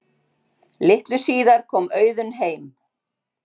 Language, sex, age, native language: Icelandic, female, 60-69, Icelandic